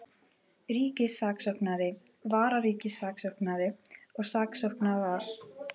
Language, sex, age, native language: Icelandic, female, 18-19, Icelandic